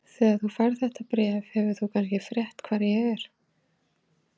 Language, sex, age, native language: Icelandic, female, 40-49, Icelandic